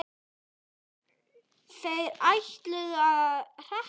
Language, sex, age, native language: Icelandic, female, 9, Icelandic